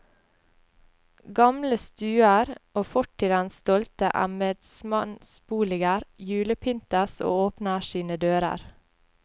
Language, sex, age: Norwegian, female, 20